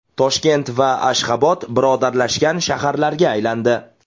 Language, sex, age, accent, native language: Uzbek, male, 25-34, Namangan, Uzbek